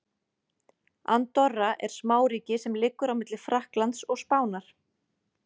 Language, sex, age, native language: Icelandic, female, 40-49, Icelandic